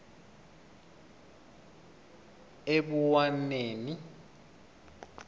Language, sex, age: South Ndebele, male, 22